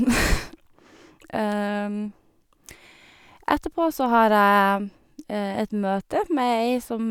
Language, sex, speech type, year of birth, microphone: Norwegian, female, spontaneous, 1989, Sennheiser